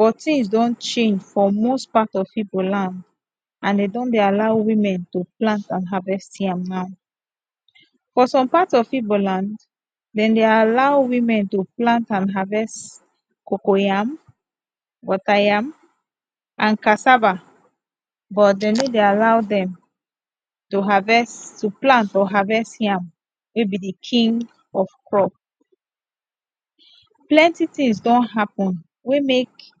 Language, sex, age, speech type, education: Nigerian Pidgin, female, 15-29, spontaneous, tertiary